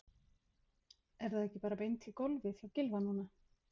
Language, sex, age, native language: Icelandic, female, 50-59, Icelandic